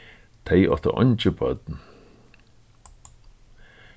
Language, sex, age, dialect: Faroese, male, 36-60, Suðurstreymoy